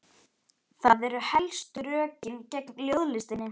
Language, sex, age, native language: Icelandic, female, 11, Icelandic